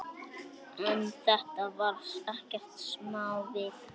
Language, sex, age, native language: Icelandic, male, 9, Icelandic